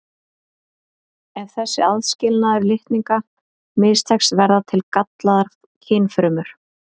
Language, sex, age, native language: Icelandic, female, 30-39, Icelandic